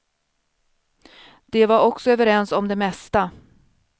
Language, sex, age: Swedish, female, 41